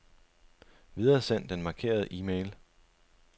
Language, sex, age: Danish, male, 25